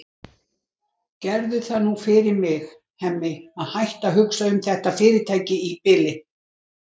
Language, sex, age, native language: Icelandic, female, 60-69, Icelandic